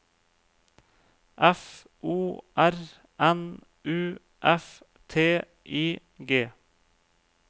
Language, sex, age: Norwegian, male, 35